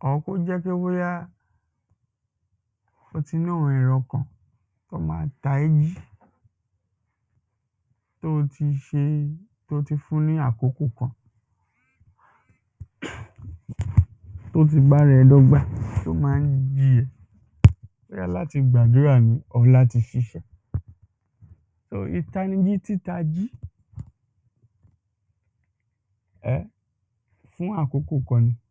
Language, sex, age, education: Yoruba, male, 30-45, secondary